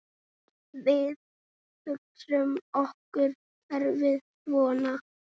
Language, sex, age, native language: Icelandic, male, 6, Icelandic